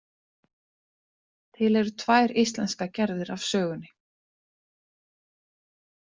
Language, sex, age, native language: Icelandic, female, 30-39, Icelandic